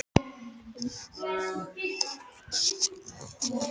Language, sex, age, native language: Icelandic, male, 12, Icelandic